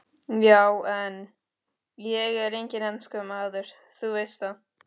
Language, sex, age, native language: Icelandic, female, 13, Spanish